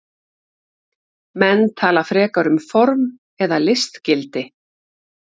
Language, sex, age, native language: Icelandic, female, 50-59, Icelandic